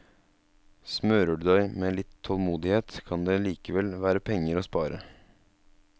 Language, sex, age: Norwegian, male, 27